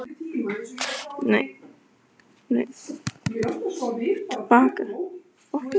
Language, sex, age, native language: Icelandic, female, 12, Icelandic